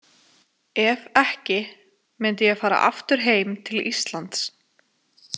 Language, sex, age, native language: Icelandic, female, 20-29, Icelandic